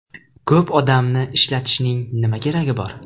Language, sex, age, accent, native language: Uzbek, male, 18-24, Toshkent viloyati, Uzbek